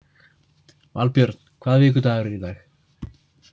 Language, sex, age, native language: Icelandic, male, 30-39, Icelandic